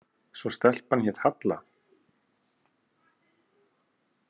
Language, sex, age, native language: Icelandic, male, 30-39, Icelandic